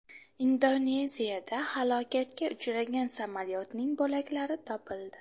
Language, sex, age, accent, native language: Uzbek, female, 18-24, Farg'ona, Uzbek